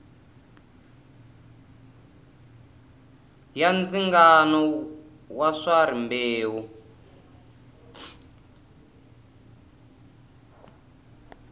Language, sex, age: Tsonga, male, 20